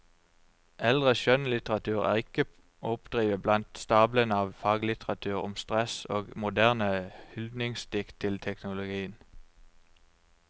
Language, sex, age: Norwegian, male, 29